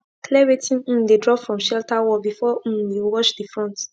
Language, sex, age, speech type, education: Nigerian Pidgin, female, 15-29, spontaneous, tertiary